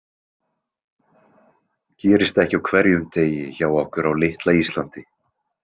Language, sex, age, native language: Icelandic, male, 20-29, Icelandic